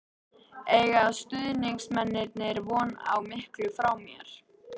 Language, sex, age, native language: Icelandic, female, 13, Icelandic